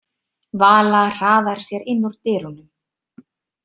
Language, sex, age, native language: Icelandic, female, 30-39, Icelandic